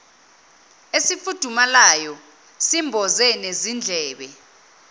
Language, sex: Zulu, female